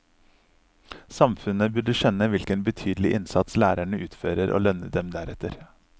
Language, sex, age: Norwegian, male, 39